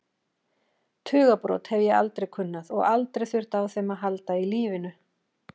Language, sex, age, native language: Icelandic, female, 40-49, Icelandic